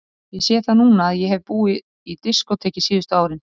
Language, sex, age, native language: Icelandic, female, 30-39, Icelandic